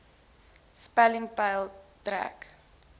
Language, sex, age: Afrikaans, female, 20